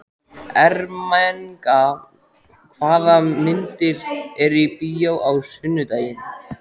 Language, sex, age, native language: Icelandic, male, 14, Icelandic